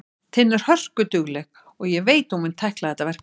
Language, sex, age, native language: Icelandic, female, 60-69, Icelandic